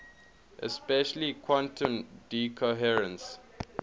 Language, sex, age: English, male, 21